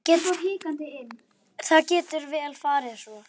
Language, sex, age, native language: Icelandic, female, 10, Icelandic